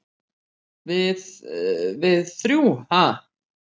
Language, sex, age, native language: Icelandic, female, 50-59, Icelandic